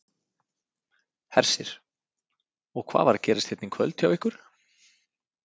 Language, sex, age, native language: Icelandic, male, 30-39, Icelandic